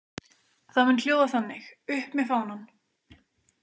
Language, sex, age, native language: Icelandic, female, 20-29, Icelandic